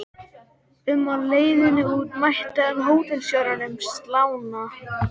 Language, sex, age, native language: Icelandic, male, 13, Icelandic